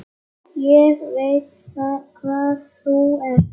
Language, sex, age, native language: Icelandic, male, 8, Icelandic